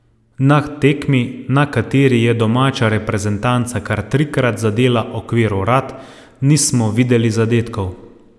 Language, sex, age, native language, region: Slovenian, male, 30-49, Slovenian, Savinja region